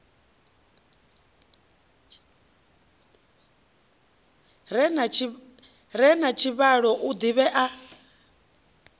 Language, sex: Venda, female